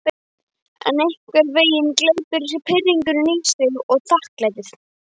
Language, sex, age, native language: Icelandic, male, 12, Icelandic